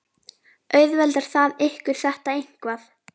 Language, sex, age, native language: Icelandic, female, 12, Icelandic